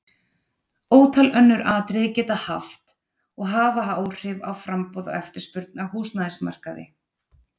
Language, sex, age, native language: Icelandic, female, 30-39, Icelandic